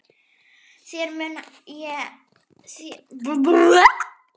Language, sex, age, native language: Icelandic, female, 9, Icelandic